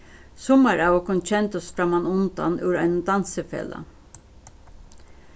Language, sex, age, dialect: Faroese, female, 36-60, Suðurstreymoy